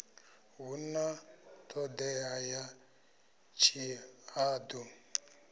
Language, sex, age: Venda, male, 26